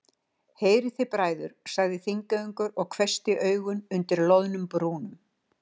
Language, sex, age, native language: Icelandic, female, 60-69, Icelandic